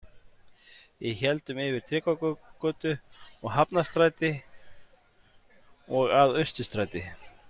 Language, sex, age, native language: Icelandic, male, 40-49, Icelandic